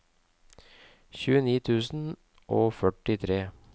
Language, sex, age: Norwegian, male, 37